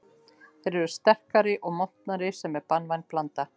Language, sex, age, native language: Icelandic, female, 12, Icelandic